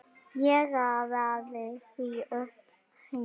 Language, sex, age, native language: Icelandic, female, 10, Icelandic